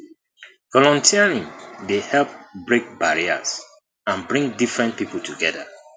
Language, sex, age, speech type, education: Nigerian Pidgin, male, 30-45, spontaneous, tertiary